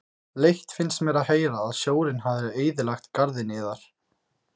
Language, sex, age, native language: Icelandic, male, 18-19, Icelandic